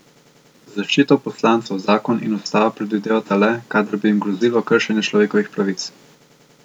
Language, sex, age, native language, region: Slovenian, male, 18-29, Slovenian, Central Slovenia